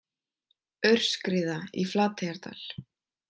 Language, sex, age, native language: Icelandic, female, 20-29, Icelandic